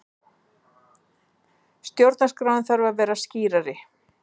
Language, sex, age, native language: Icelandic, female, 40-49, Icelandic